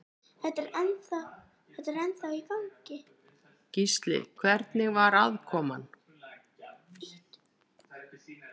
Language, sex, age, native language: Icelandic, female, 8, Icelandic